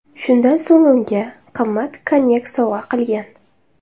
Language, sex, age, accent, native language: Uzbek, female, 19-29, Samarqand, Uzbek